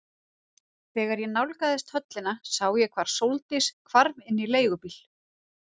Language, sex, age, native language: Icelandic, female, 30-39, Icelandic